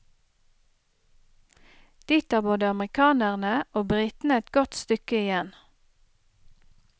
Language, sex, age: Norwegian, female, 30